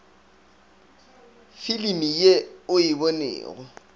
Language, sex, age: Northern Sotho, male, 24